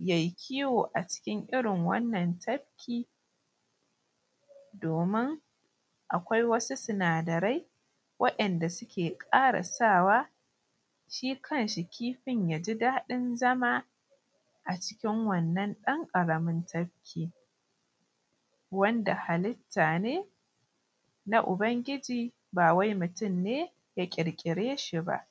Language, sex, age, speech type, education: Hausa, female, 15-29, spontaneous, primary